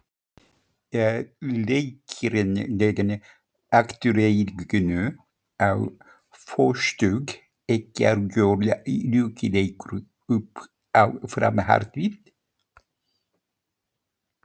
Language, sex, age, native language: Icelandic, male, 50-59, Icelandic